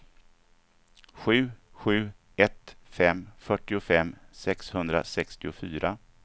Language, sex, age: Swedish, male, 49